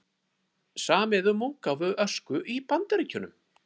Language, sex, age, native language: Icelandic, male, 30-39, Icelandic